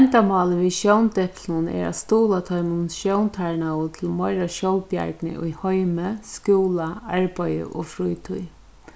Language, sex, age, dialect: Faroese, female, 36-60, Norðurstreymoy/Eysturoy